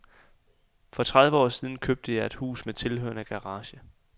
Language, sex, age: Danish, male, 28